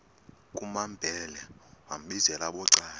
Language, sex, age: Xhosa, male, 32